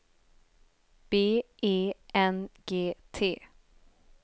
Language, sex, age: Swedish, female, 24